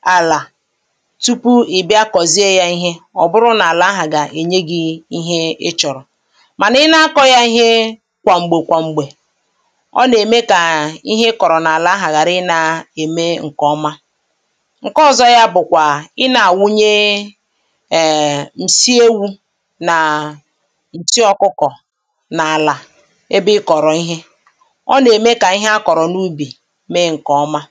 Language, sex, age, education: Igbo, female, 15-29, tertiary